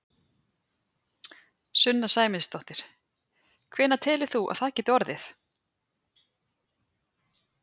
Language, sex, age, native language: Icelandic, female, 30-39, Icelandic